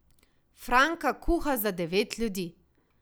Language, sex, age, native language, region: Slovenian, female, 18-29, Slovenian, Savinja region